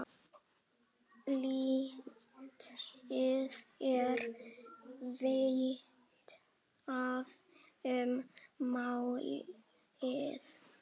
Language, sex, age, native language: Icelandic, female, 10, Icelandic